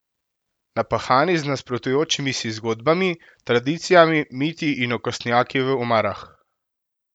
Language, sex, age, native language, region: Slovenian, male, 18-29, Slovenian, Central Slovenia